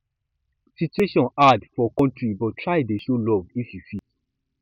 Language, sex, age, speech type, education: Nigerian Pidgin, male, 15-29, spontaneous, tertiary